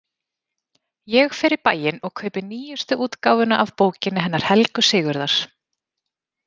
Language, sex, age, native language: Icelandic, female, 30-39, Icelandic